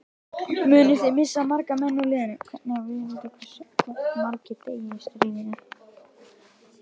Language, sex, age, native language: Icelandic, male, 11, Icelandic